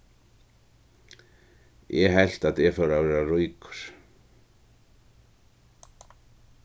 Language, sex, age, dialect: Faroese, male, 61+, Norðurstreymoy/Eysturoy